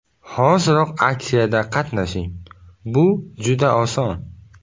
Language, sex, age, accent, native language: Uzbek, male, 18-24, Buxoro, Uzbek